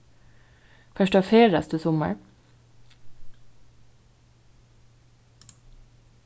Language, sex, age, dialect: Faroese, female, 36-60, Vágar